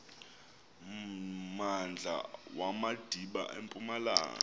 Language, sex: Xhosa, male